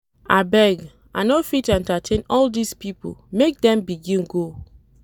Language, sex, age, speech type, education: Nigerian Pidgin, female, 30-45, read, tertiary